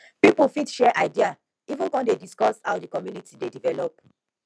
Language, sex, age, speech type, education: Nigerian Pidgin, female, 15-29, spontaneous, tertiary